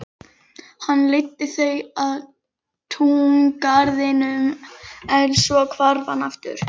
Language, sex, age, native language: Icelandic, female, 11, Icelandic